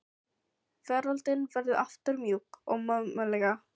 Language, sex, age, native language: Icelandic, female, 15, Filipino